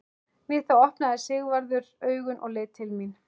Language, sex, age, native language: Icelandic, male, 11, Icelandic